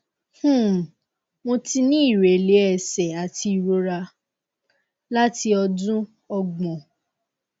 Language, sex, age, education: Yoruba, female, 15-29, tertiary